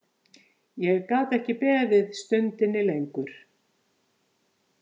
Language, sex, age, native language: Icelandic, female, 50-59, Icelandic